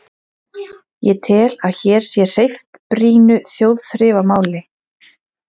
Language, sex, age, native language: Icelandic, female, 30-39, Icelandic